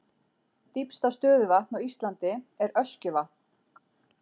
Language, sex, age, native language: Icelandic, female, 40-49, Icelandic